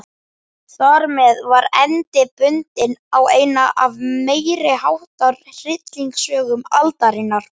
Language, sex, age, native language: Icelandic, male, 11, Icelandic